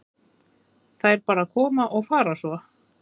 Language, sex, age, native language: Icelandic, female, 30-39, Icelandic